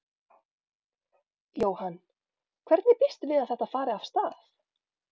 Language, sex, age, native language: Icelandic, female, 40-49, Icelandic